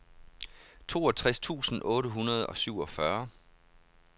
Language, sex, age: Danish, male, 31